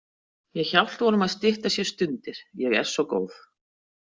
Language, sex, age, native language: Icelandic, female, 60-69, Icelandic